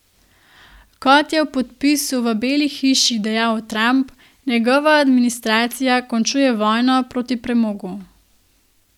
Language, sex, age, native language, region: Slovenian, female, 18-29, Slovenian, Gorenjska region